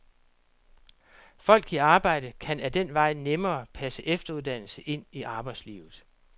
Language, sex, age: Danish, male, 47